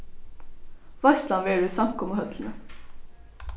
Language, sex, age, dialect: Faroese, female, 15-35, Norðurstreymoy/Eysturoy